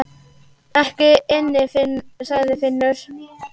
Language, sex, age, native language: Icelandic, male, 8, Icelandic